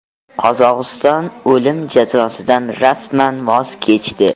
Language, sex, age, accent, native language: Uzbek, male, 12-17, Jizzax, Uzbek